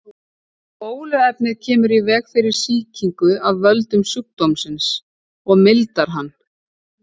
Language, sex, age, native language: Icelandic, female, 40-49, Icelandic